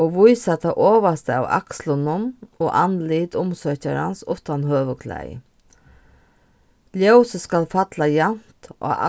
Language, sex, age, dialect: Faroese, female, 36-60, Norðurstreymoy/Eysturoy